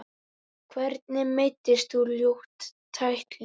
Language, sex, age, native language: Icelandic, male, 10, Icelandic